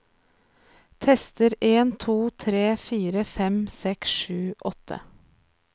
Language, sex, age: Norwegian, female, 33